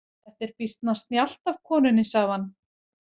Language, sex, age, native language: Icelandic, female, 40-49, Icelandic